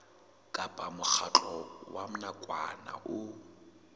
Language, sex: Southern Sotho, male